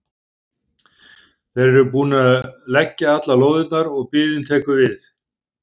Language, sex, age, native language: Icelandic, male, 50-59, Icelandic